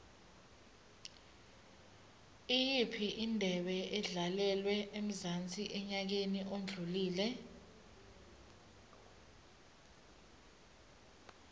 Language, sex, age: Swati, female, 19